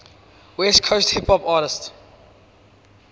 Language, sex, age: English, male, 19